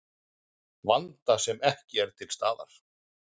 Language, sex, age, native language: Icelandic, male, 40-49, Icelandic